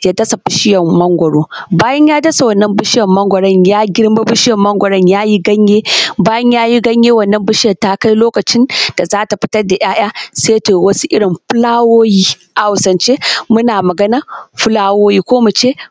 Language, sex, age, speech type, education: Hausa, female, 15-29, spontaneous, tertiary